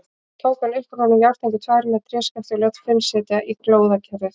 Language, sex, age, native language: Icelandic, female, 18-19, Icelandic